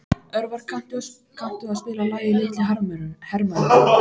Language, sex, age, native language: Icelandic, female, 15, Icelandic